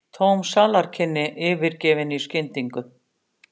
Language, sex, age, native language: Icelandic, female, 60-69, Icelandic